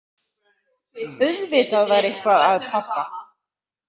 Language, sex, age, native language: Icelandic, female, 40-49, Icelandic